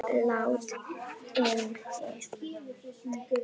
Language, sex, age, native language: Icelandic, female, 10, Icelandic